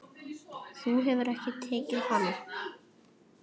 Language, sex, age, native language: Icelandic, male, 6, Icelandic